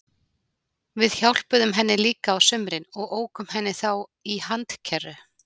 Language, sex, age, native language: Icelandic, female, 40-49, Icelandic